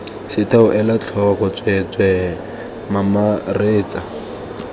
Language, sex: Tswana, male